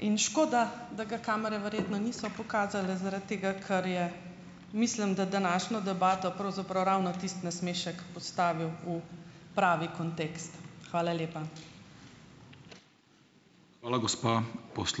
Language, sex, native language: Slovenian, female, Slovenian